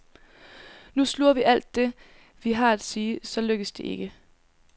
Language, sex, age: Danish, female, 19